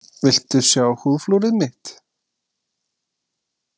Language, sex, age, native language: Icelandic, male, 20-29, Icelandic